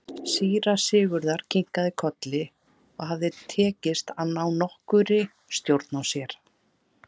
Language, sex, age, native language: Icelandic, female, 30-39, Icelandic